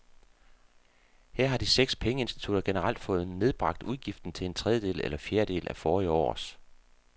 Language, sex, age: Danish, male, 48